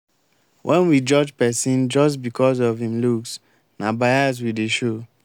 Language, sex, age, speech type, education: Nigerian Pidgin, male, 15-29, spontaneous, tertiary